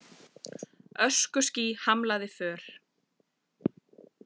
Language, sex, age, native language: Icelandic, female, 40-49, Icelandic